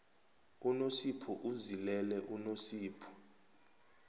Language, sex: South Ndebele, male